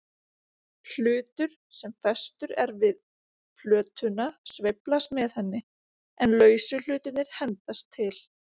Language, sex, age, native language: Icelandic, female, 30-39, Icelandic